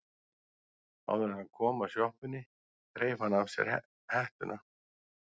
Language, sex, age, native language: Icelandic, male, 40-49, Icelandic